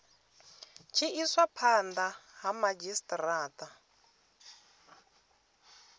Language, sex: Venda, female